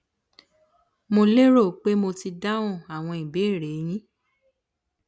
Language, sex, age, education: Yoruba, female, 15-29, tertiary